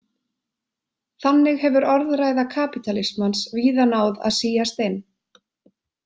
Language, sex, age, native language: Icelandic, female, 20-29, Icelandic